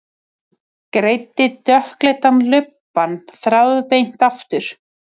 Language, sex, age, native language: Icelandic, female, 30-39, Icelandic